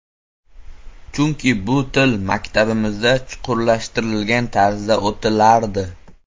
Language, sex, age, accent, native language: Uzbek, male, 12-17, Sirdaryo, Uzbek